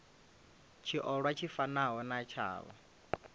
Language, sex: Venda, male